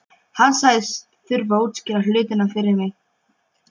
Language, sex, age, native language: Icelandic, female, 12, Polish